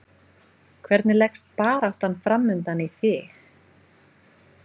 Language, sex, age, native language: Icelandic, female, 20-29, Icelandic